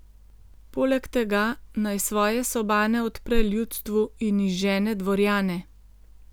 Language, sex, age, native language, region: Slovenian, female, 50-59, Slovenian, Gorenjska region